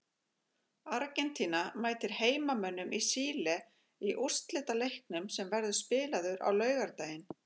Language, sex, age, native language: Icelandic, female, 40-49, Icelandic